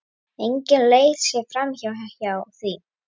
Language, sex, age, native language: Icelandic, female, 9, Icelandic